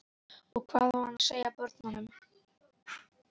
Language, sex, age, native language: Icelandic, female, 11, Icelandic